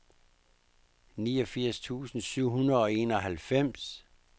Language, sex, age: Danish, male, 59